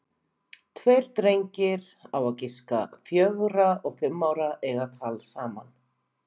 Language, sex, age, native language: Icelandic, female, 50-59, Icelandic